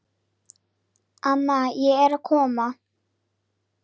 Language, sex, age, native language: Icelandic, female, 9, Icelandic